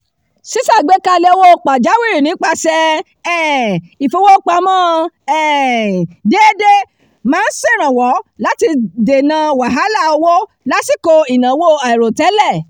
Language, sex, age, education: Yoruba, female, 46-60, tertiary